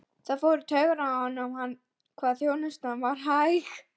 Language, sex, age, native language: Icelandic, female, 12, Icelandic